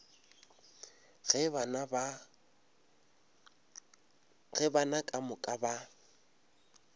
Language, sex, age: Northern Sotho, male, 26